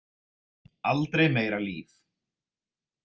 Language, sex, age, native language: Icelandic, male, 30-39, Icelandic